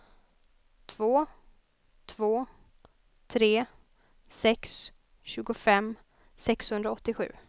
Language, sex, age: Swedish, female, 20